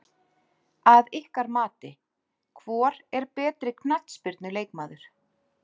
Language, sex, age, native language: Icelandic, female, 40-49, Icelandic